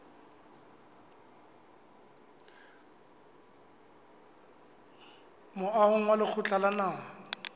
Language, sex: Southern Sotho, male